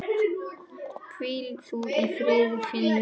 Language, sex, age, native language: Icelandic, male, 10, Icelandic